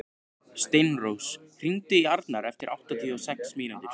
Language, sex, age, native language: Icelandic, male, 15, Icelandic